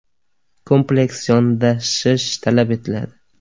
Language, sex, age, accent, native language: Uzbek, male, 18-24, Farg'ona, Uzbek